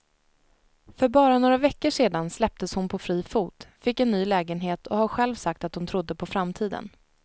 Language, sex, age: Swedish, female, 19